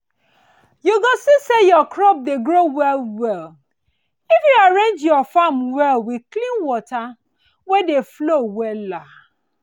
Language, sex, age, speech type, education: Nigerian Pidgin, female, 30-45, spontaneous, tertiary